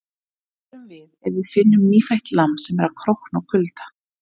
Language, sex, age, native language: Icelandic, female, 30-39, Icelandic